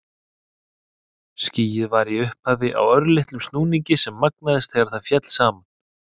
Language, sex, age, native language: Icelandic, male, 30-39, Icelandic